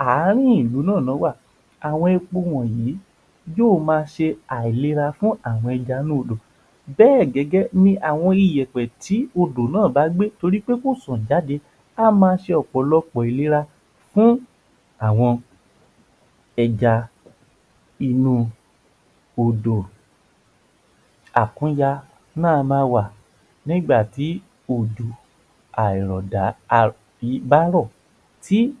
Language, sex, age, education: Yoruba, male, 60+, tertiary